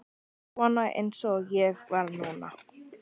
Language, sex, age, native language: Icelandic, male, 13, Icelandic